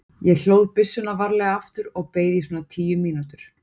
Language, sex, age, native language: Icelandic, female, 40-49, Icelandic